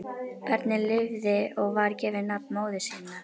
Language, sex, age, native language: Icelandic, female, 50-59, Icelandic